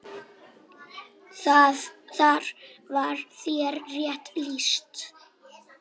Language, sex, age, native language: Icelandic, male, 7, Icelandic